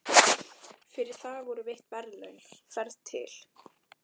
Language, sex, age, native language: Icelandic, female, 12, Icelandic